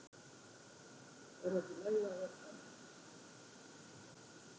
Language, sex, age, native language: Icelandic, female, 50-59, Icelandic